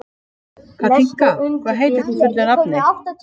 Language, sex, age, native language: Icelandic, female, 50-59, Icelandic